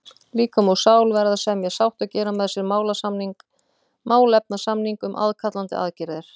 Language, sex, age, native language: Icelandic, female, 40-49, Icelandic